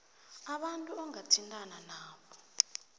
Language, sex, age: South Ndebele, female, 24